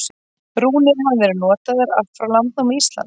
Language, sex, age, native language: Icelandic, female, 30-39, Icelandic